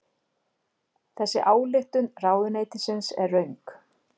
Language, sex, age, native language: Icelandic, female, 40-49, Icelandic